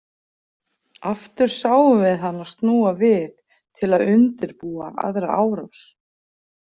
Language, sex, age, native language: Icelandic, female, 40-49, Icelandic